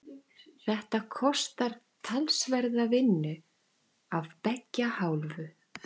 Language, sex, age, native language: Icelandic, female, 14, Icelandic